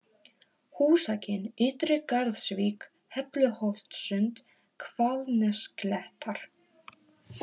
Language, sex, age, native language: Icelandic, female, 18-19, Polish